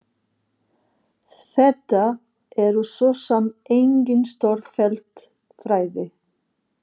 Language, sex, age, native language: Icelandic, female, 50-59, Portuguese